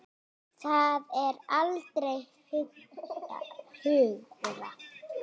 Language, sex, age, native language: Icelandic, female, 9, Icelandic